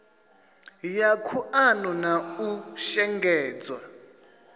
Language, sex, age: Venda, male, 27